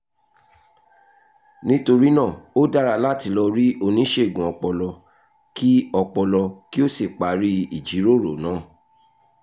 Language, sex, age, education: Yoruba, male, 30-45, tertiary